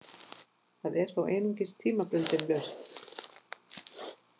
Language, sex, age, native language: Icelandic, female, 50-59, Icelandic